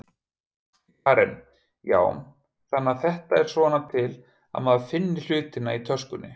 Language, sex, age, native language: Icelandic, male, 50-59, Icelandic